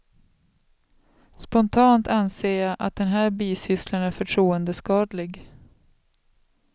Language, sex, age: Swedish, female, 36